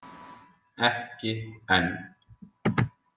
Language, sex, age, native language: Icelandic, male, 20-29, Icelandic